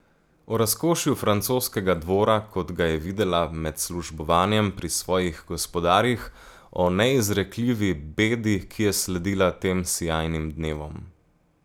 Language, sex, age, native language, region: Slovenian, male, 18-29, Slovenian, Gorica region